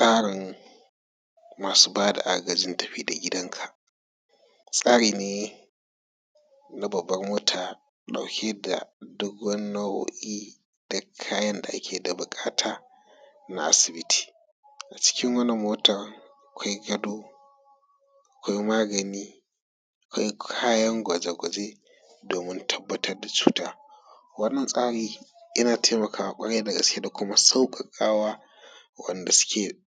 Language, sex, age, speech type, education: Hausa, male, 30-45, spontaneous, tertiary